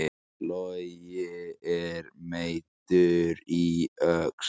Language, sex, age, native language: Icelandic, male, 18-19, Icelandic